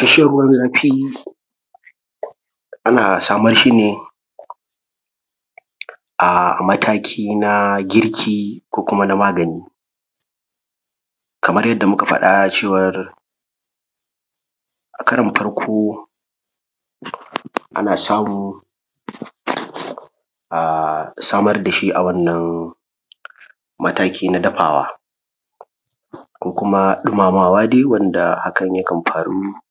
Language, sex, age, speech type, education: Hausa, male, 30-45, spontaneous, primary